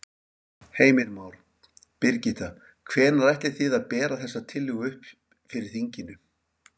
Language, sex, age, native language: Icelandic, male, 50-59, Icelandic